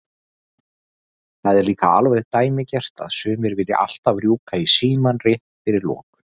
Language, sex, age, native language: Icelandic, male, 40-49, Icelandic